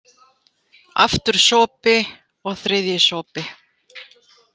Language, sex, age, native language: Icelandic, female, 50-59, Icelandic